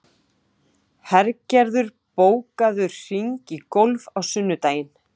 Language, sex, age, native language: Icelandic, female, 18-19, Icelandic